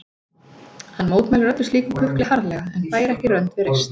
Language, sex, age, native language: Icelandic, female, 40-49, Icelandic